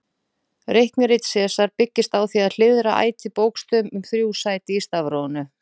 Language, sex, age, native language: Icelandic, female, 40-49, Icelandic